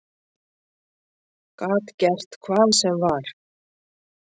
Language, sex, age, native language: Icelandic, female, 60-69, Icelandic